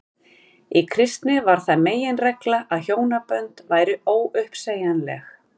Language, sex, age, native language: Icelandic, female, 50-59, Icelandic